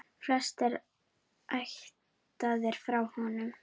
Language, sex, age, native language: Icelandic, female, 9, Icelandic